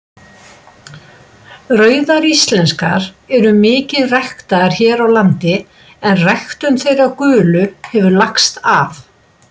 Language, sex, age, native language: Icelandic, female, 60-69, Icelandic